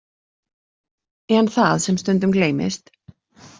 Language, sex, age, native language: Icelandic, female, 40-49, Icelandic